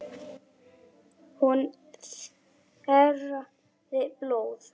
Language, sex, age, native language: Icelandic, female, 8, Icelandic